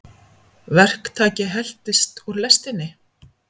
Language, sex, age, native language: Icelandic, female, 50-59, Icelandic